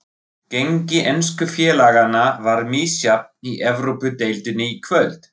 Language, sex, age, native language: Icelandic, male, 40-49, Icelandic